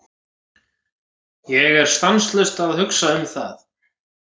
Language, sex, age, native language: Icelandic, male, 40-49, Icelandic